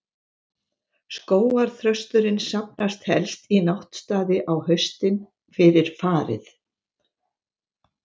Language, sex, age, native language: Icelandic, female, 70-79, Icelandic